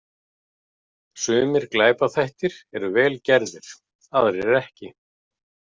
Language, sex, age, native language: Icelandic, male, 50-59, Icelandic